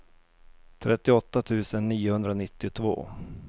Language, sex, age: Swedish, male, 32